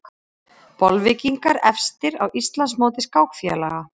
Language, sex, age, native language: Icelandic, female, 30-39, Icelandic